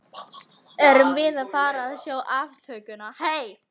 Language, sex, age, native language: Icelandic, female, 13, Icelandic